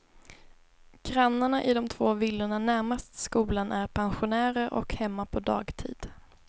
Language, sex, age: Swedish, female, 22